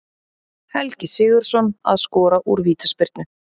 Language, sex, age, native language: Icelandic, female, 30-39, Icelandic